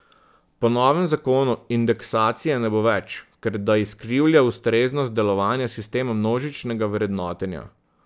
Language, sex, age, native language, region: Slovenian, male, 30-49, Slovenian, Southeast Slovenia